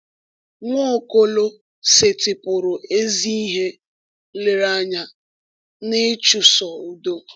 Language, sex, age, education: Igbo, female, 15-29, tertiary